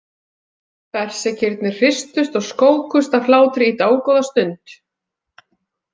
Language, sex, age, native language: Icelandic, female, 40-49, Icelandic